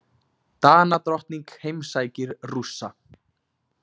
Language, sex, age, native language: Icelandic, male, 20-29, Icelandic